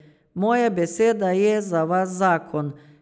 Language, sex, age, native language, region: Slovenian, female, 50-59, Slovenian, Savinja region